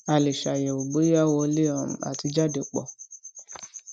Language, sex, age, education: Yoruba, female, 15-29, tertiary